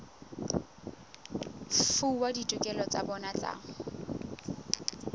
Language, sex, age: Southern Sotho, female, 19